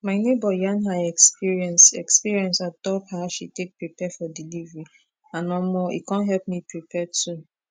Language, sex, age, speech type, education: Nigerian Pidgin, female, 15-29, spontaneous, tertiary